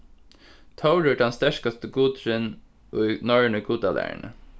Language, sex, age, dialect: Faroese, male, 15-35, Suðurstreymoy